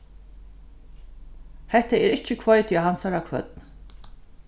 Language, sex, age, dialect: Faroese, female, 36-60, Norðurstreymoy/Eysturoy